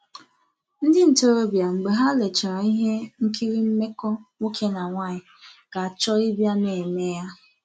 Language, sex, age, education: Igbo, female, 15-29, tertiary